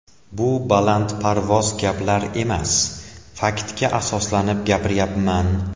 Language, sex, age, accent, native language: Uzbek, male, 18-24, Andijon, Uzbek